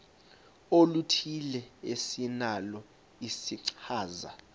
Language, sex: Xhosa, male